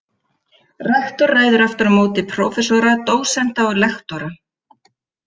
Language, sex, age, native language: Icelandic, female, 50-59, Icelandic